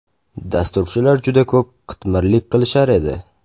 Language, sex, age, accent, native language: Uzbek, male, 18-24, Toshkent shahri, Uzbek